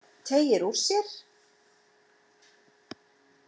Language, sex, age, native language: Icelandic, female, 50-59, Icelandic